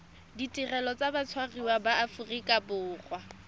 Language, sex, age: Tswana, female, 23